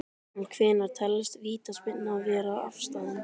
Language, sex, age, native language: Icelandic, male, 12, Icelandic